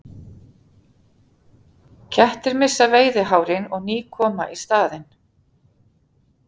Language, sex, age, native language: Icelandic, female, 40-49, Icelandic